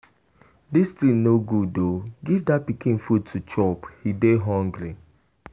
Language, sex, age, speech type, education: Nigerian Pidgin, male, 15-29, spontaneous, tertiary